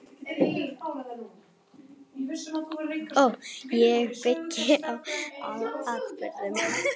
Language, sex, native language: Icelandic, female, Icelandic